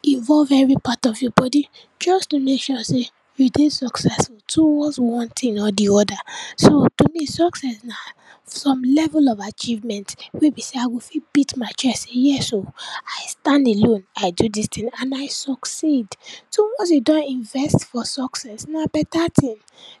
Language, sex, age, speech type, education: Nigerian Pidgin, female, 15-29, spontaneous, tertiary